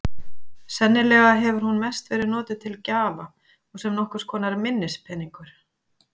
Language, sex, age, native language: Icelandic, female, 50-59, Icelandic